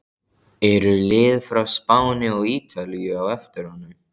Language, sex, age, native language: Icelandic, male, 14, Icelandic